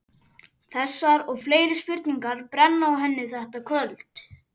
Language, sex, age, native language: Icelandic, male, 11, Icelandic